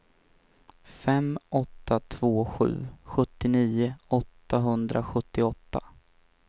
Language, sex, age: Swedish, male, 23